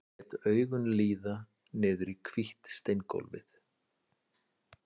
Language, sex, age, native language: Icelandic, male, 40-49, Icelandic